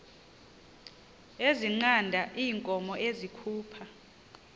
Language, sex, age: Xhosa, female, 30